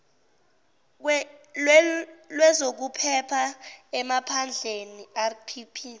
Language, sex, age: Zulu, female, 17